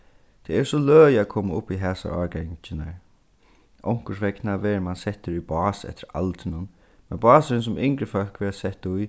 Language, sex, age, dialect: Faroese, male, 15-35, Suðurstreymoy